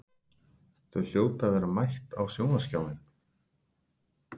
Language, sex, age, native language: Icelandic, male, 50-59, Icelandic